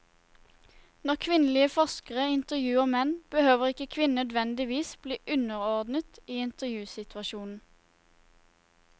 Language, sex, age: Norwegian, female, 21